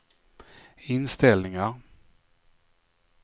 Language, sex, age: Swedish, male, 44